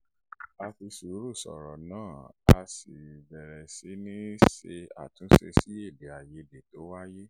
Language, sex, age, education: Yoruba, male, 30-45, tertiary